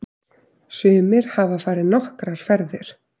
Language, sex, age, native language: Icelandic, female, 30-39, Icelandic